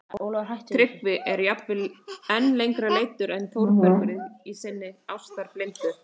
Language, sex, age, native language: Icelandic, female, 30-39, Icelandic